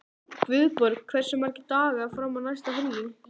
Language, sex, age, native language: Icelandic, male, 11, Icelandic